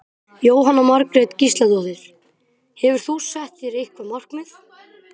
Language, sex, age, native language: Icelandic, male, 12, Icelandic